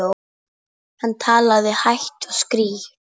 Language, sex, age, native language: Icelandic, female, 10, Icelandic